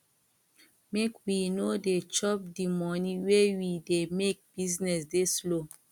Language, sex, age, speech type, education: Nigerian Pidgin, female, 30-45, spontaneous, tertiary